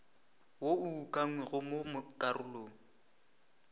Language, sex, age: Northern Sotho, male, 18